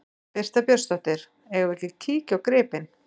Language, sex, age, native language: Icelandic, female, 40-49, Icelandic